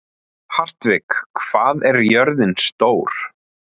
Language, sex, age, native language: Icelandic, male, 30-39, Icelandic